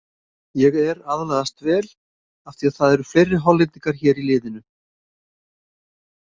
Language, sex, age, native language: Icelandic, male, 50-59, Icelandic